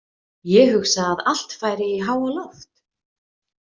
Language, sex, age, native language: Icelandic, female, 20-29, Icelandic